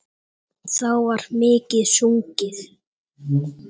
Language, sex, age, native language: Icelandic, male, 8, Icelandic